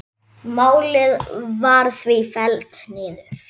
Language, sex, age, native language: Icelandic, female, 10, Icelandic